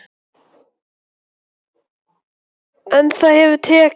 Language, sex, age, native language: Icelandic, male, 9, Icelandic